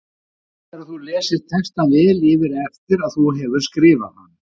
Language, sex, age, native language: Icelandic, male, 50-59, Icelandic